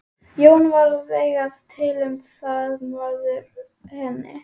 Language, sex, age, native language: Icelandic, female, 11, Icelandic